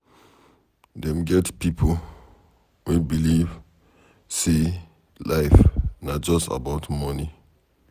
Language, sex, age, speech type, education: Nigerian Pidgin, male, 15-29, read, secondary